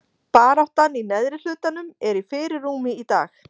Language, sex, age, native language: Icelandic, female, 40-49, Icelandic